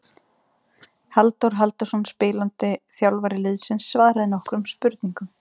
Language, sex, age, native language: Icelandic, female, 30-39, Icelandic